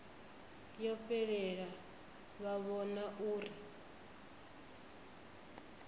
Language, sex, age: Venda, female, 25